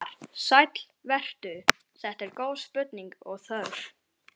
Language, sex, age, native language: Icelandic, male, 11, Icelandic